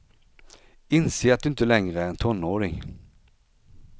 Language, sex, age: Swedish, male, 49